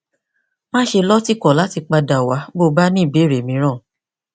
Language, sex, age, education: Yoruba, female, 46-60, tertiary